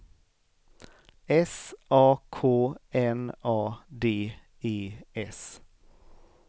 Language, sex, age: Swedish, male, 38